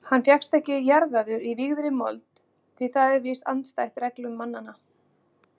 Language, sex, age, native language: Icelandic, female, 40-49, Icelandic